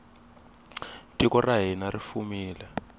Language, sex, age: Tsonga, male, 21